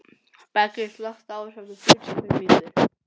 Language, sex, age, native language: Icelandic, male, 18-19, English